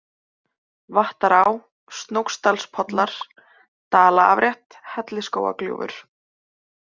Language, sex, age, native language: Icelandic, male, 20-29, Icelandic